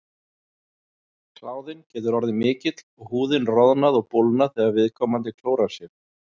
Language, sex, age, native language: Icelandic, male, 40-49, Icelandic